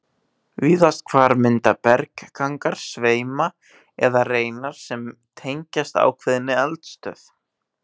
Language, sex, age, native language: Icelandic, male, 18-19, Icelandic